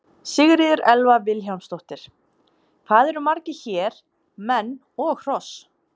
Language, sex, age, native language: Icelandic, female, 20-29, Icelandic